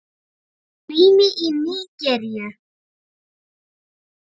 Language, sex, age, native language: Icelandic, female, 7, Icelandic